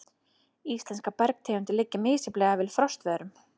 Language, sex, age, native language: Icelandic, female, 30-39, Icelandic